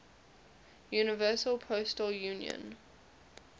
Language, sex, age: English, female, 20